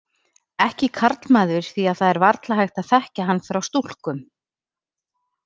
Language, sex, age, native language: Icelandic, female, 30-39, Icelandic